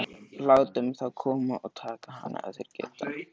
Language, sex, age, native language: Icelandic, male, 13, Icelandic